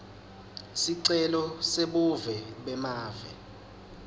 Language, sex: Swati, male